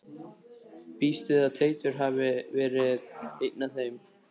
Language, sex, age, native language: Icelandic, male, 13, Icelandic